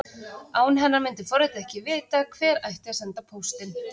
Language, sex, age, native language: Icelandic, female, 30-39, Icelandic